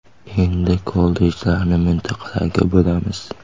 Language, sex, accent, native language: Uzbek, male, Qoraqalpog'iston, Uzbek